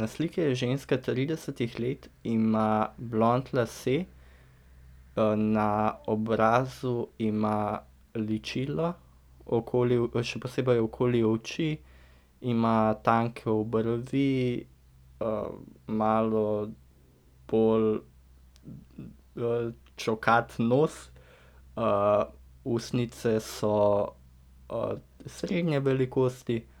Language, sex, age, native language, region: Slovenian, male, 18-29, Slovenian, Central Slovenia